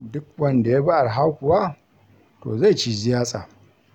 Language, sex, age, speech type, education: Hausa, male, 60+, read, tertiary